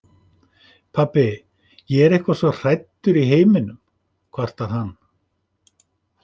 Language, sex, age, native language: Icelandic, male, 50-59, Icelandic